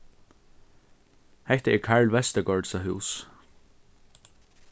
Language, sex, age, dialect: Faroese, male, 15-35, Norðurstreymoy/Eysturoy